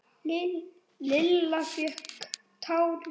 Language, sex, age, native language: Icelandic, male, 7, Icelandic